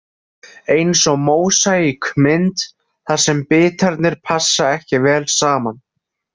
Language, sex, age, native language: Icelandic, male, 20-29, Icelandic